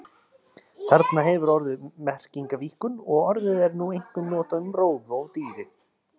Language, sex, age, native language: Icelandic, male, 30-39, Icelandic